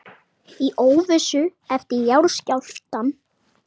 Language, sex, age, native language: Icelandic, female, 30-39, Icelandic